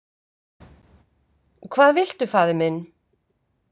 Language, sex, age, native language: Icelandic, female, 50-59, Icelandic